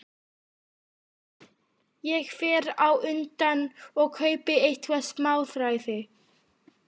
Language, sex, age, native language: Icelandic, female, 12, Icelandic